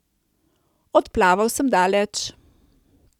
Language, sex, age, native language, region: Slovenian, female, 30-49, Slovenian, Coastal Karst region